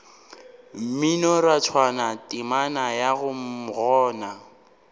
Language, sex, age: Northern Sotho, male, 19